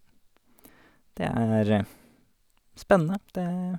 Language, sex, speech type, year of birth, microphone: Norwegian, male, spontaneous, 1988, Sennheiser